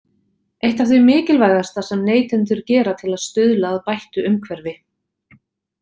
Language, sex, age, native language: Icelandic, female, 40-49, Icelandic